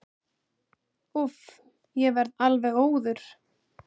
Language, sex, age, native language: Icelandic, female, 8, Icelandic